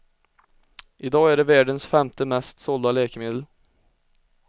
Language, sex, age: Swedish, male, 20